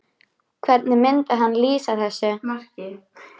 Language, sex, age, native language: Icelandic, female, 13, Icelandic